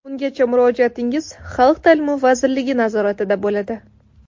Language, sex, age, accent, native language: Uzbek, female, 18-24, Qoraqalpog'iston, Tajik